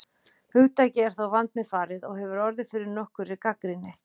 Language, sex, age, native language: Icelandic, female, 40-49, Icelandic